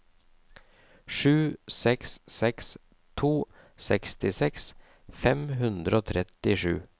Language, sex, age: Norwegian, male, 37